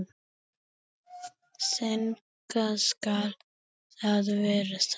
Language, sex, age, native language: Icelandic, female, 7, Icelandic